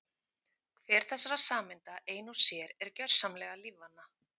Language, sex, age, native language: Icelandic, female, 30-39, Icelandic